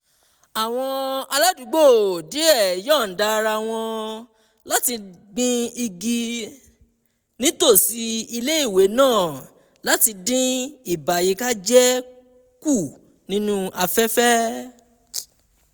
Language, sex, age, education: Yoruba, male, 15-29, tertiary